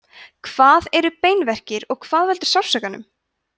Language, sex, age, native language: Icelandic, female, 20-29, Icelandic